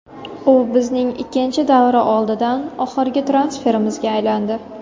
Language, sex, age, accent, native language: Uzbek, female, 19-29, Navoiy, Uzbek